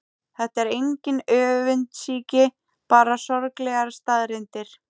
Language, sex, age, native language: Icelandic, female, 18-19, Icelandic